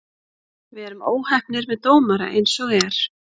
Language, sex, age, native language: Icelandic, female, 30-39, Icelandic